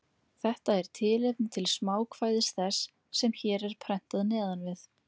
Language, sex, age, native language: Icelandic, female, 20-29, Icelandic